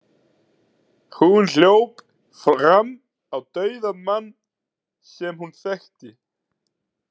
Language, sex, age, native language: Icelandic, male, 30-39, Icelandic